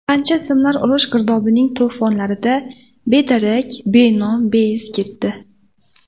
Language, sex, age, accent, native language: Uzbek, female, 18-24, Namangan, Uzbek